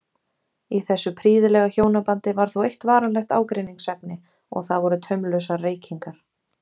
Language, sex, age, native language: Icelandic, female, 20-29, Icelandic